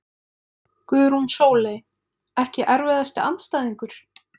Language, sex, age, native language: Icelandic, female, 20-29, Icelandic